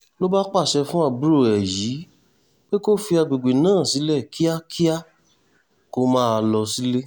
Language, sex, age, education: Yoruba, male, 15-29, tertiary